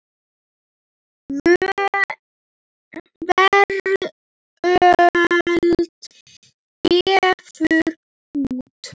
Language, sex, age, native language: Icelandic, female, 7, Icelandic